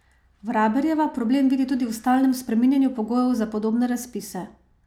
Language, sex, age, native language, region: Slovenian, female, 30-49, Slovenian, Savinja region